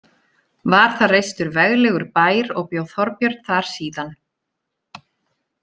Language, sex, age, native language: Icelandic, female, 30-39, Icelandic